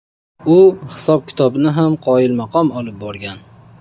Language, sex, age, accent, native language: Uzbek, male, 25-34, Namangan, Uzbek